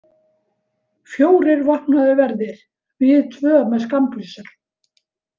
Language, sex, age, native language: Icelandic, female, 70-79, Icelandic